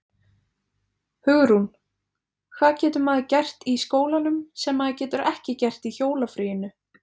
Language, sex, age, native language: Icelandic, female, 20-29, Icelandic